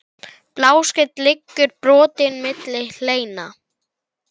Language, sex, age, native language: Icelandic, male, 10, Icelandic